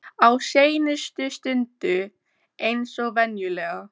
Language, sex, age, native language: Icelandic, female, 14, Icelandic